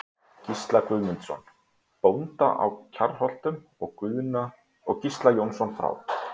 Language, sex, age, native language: Icelandic, male, 30-39, Icelandic